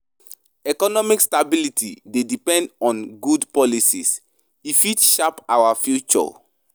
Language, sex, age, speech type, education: Nigerian Pidgin, female, 15-29, spontaneous, tertiary